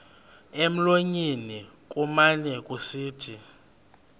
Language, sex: Xhosa, male